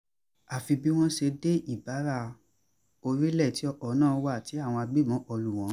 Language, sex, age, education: Yoruba, male, 15-29, tertiary